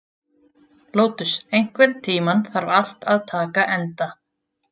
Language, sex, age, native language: Icelandic, female, 20-29, Icelandic